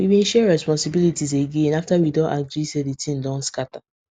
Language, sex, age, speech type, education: Nigerian Pidgin, female, 15-29, spontaneous, secondary